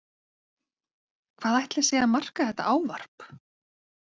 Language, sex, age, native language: Icelandic, female, 30-39, Icelandic